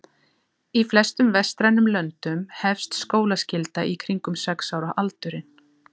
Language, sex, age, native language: Icelandic, female, 40-49, Icelandic